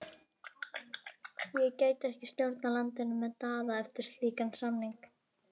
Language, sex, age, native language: Icelandic, male, 12, Icelandic